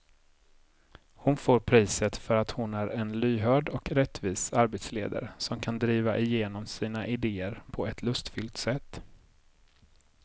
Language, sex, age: Swedish, male, 30